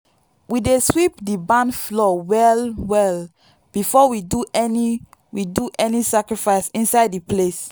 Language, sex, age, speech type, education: Nigerian Pidgin, female, 15-29, spontaneous, tertiary